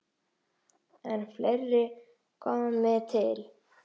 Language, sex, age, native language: Icelandic, male, 6, Icelandic